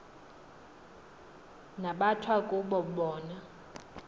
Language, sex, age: Xhosa, female, 20